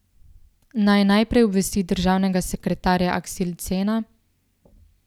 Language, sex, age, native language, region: Slovenian, female, 18-29, Slovenian, Central Slovenia